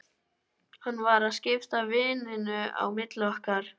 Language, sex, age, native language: Icelandic, male, 12, Icelandic